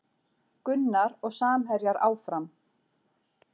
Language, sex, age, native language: Icelandic, female, 40-49, Icelandic